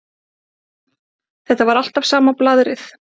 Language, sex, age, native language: Icelandic, female, 30-39, Icelandic